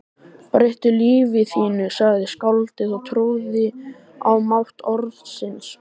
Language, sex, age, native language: Icelandic, male, 13, Icelandic